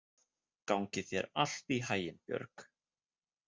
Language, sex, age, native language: Icelandic, male, 20-29, Icelandic